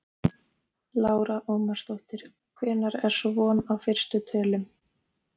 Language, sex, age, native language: Icelandic, other, 18-19, Icelandic